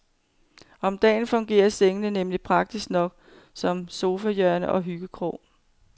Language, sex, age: Danish, female, 45